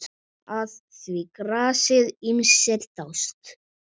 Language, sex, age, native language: Icelandic, male, 7, Icelandic